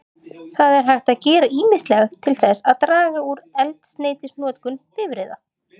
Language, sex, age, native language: Icelandic, female, 30-39, Icelandic